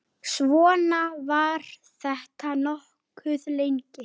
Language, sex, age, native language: Icelandic, male, 9, Icelandic